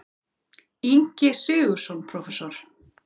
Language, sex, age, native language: Icelandic, female, 30-39, Icelandic